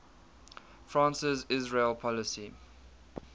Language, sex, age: English, male, 22